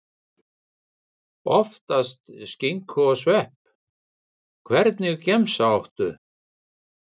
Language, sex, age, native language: Icelandic, male, 60-69, Icelandic